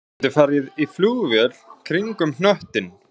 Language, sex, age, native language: Icelandic, male, 40-49, Icelandic